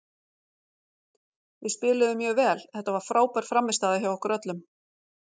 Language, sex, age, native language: Icelandic, female, 40-49, Icelandic